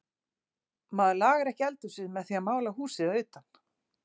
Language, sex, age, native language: Icelandic, female, 40-49, Icelandic